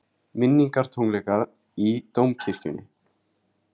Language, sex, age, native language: Icelandic, male, 18-19, Icelandic